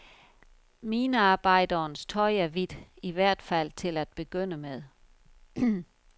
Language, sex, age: Danish, female, 51